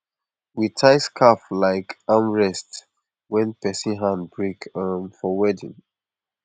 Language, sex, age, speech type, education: Nigerian Pidgin, male, 15-29, spontaneous, tertiary